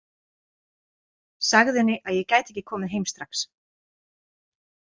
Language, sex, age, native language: Icelandic, female, 40-49, Icelandic